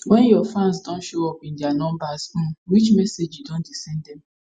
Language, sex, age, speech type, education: Nigerian Pidgin, female, 15-29, spontaneous, tertiary